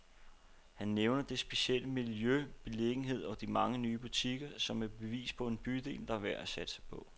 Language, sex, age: Danish, male, 29